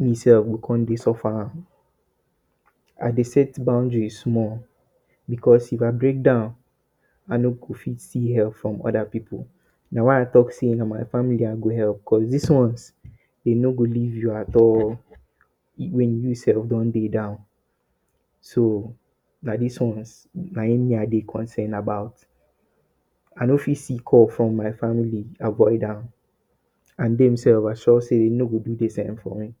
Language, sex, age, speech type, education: Nigerian Pidgin, male, 15-29, spontaneous, tertiary